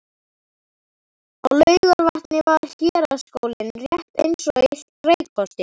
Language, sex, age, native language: Icelandic, male, 11, Icelandic